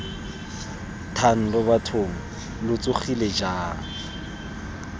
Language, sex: Tswana, male